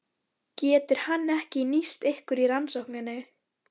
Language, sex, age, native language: Icelandic, female, 13, Icelandic